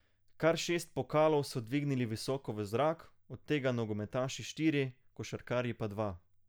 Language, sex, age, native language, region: Slovenian, male, 18-29, Slovenian, Carinthia region